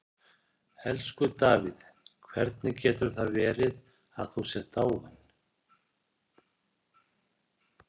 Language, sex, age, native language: Icelandic, male, 60-69, Icelandic